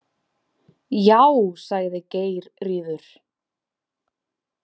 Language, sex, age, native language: Icelandic, female, 20-29, Icelandic